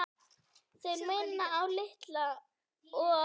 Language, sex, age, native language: Icelandic, male, 9, Icelandic